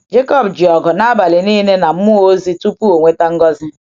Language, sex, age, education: Igbo, female, 46-60, tertiary